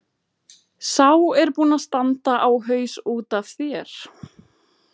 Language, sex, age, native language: Icelandic, female, 20-29, Icelandic